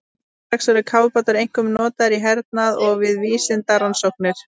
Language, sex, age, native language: Icelandic, female, 30-39, Icelandic